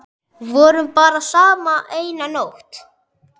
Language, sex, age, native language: Icelandic, male, 10, Icelandic